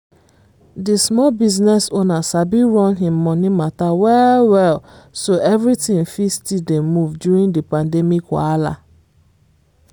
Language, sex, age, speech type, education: Nigerian Pidgin, female, 15-29, spontaneous, secondary